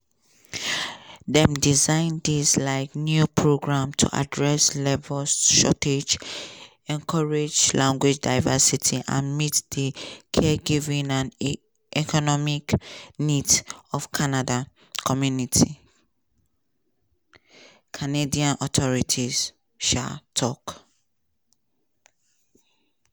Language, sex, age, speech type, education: Nigerian Pidgin, female, 15-29, spontaneous, tertiary